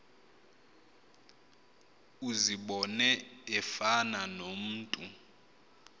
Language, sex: Xhosa, male